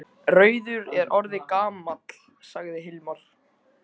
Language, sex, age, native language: Icelandic, male, 14, Icelandic